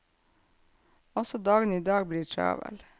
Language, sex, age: Norwegian, female, 48